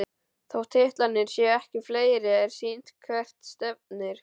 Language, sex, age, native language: Icelandic, male, 12, Icelandic